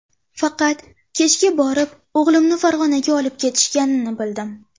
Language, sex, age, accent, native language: Uzbek, female, under 19, Toshkent shahri, Uzbek